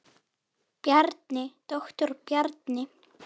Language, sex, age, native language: Icelandic, female, 8, Icelandic